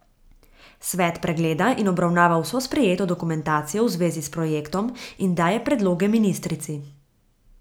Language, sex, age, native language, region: Slovenian, female, 18-29, Slovenian, Gorica region